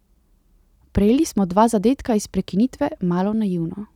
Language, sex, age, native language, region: Slovenian, female, 18-29, Slovenian, Central Slovenia